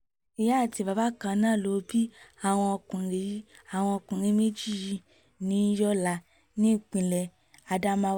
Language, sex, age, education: Yoruba, female, 15-29, tertiary